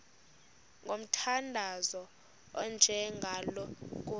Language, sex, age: Xhosa, female, 26